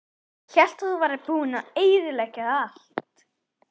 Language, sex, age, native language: Icelandic, female, 11, Icelandic